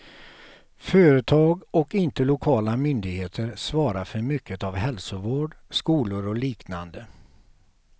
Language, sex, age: Swedish, male, 48